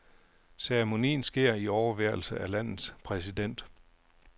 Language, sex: Danish, male